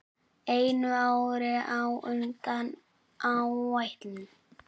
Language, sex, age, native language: Icelandic, male, 7, Icelandic